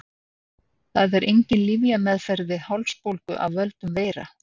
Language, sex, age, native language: Icelandic, female, 60-69, Icelandic